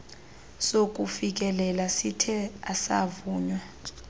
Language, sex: Xhosa, female